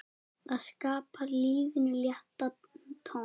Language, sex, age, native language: Icelandic, male, 9, Icelandic